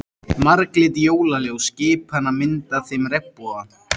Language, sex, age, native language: Icelandic, male, 13, Icelandic